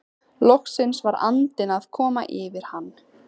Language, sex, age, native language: Icelandic, female, 15, Icelandic